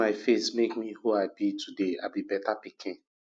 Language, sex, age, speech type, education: Nigerian Pidgin, male, 30-45, spontaneous, tertiary